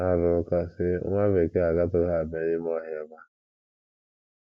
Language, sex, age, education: Igbo, male, 15-29, tertiary